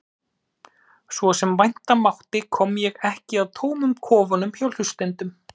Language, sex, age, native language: Icelandic, male, 30-39, Icelandic